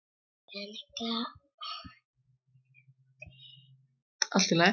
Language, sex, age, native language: Icelandic, female, 7, Czech